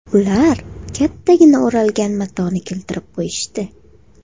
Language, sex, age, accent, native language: Uzbek, female, 18-24, Farg'ona, Uzbek